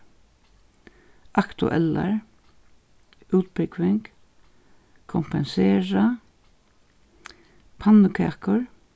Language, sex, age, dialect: Faroese, female, 61+, Suðurstreymoy